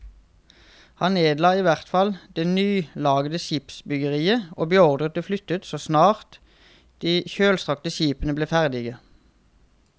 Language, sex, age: Norwegian, male, 31